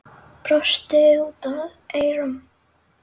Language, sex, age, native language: Icelandic, female, 9, Icelandic